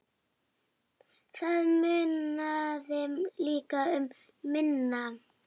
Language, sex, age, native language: Icelandic, female, 10, Icelandic